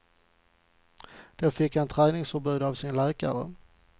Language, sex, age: Swedish, male, 40